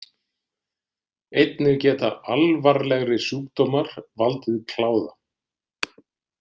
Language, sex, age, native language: Icelandic, male, 60-69, Icelandic